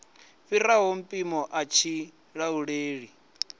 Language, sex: Venda, male